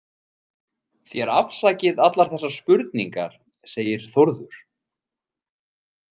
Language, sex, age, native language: Icelandic, male, 30-39, Icelandic